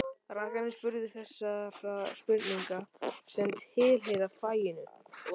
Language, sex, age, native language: Icelandic, male, 13, Icelandic